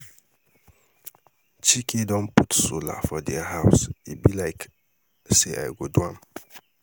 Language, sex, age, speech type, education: Nigerian Pidgin, male, 30-45, spontaneous, tertiary